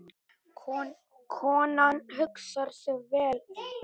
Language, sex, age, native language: Icelandic, male, 8, Icelandic